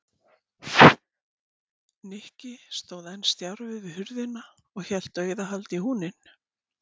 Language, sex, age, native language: Icelandic, female, 60-69, Icelandic